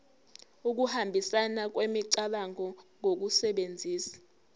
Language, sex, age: Zulu, female, 18